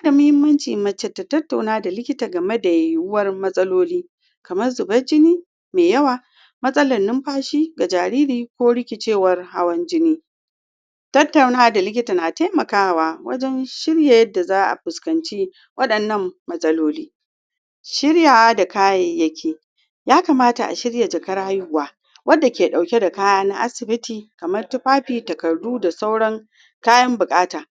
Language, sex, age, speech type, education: Hausa, female, 46-60, spontaneous, tertiary